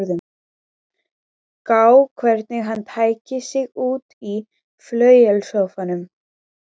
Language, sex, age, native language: Icelandic, female, 12, Icelandic